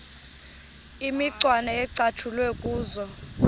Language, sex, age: Xhosa, female, 24